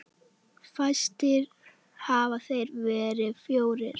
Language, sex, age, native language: Icelandic, male, 10, Icelandic